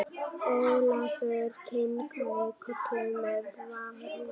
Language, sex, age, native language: Icelandic, female, 9, Icelandic